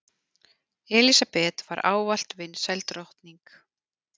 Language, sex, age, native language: Icelandic, female, 40-49, Icelandic